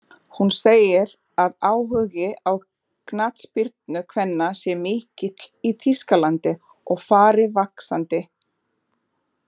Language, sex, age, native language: Icelandic, female, 40-49, Portuguese